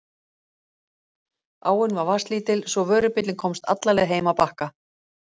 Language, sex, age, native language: Icelandic, female, 50-59, Icelandic